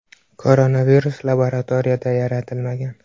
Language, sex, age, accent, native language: Uzbek, male, 12-17, Navoiy, Uzbek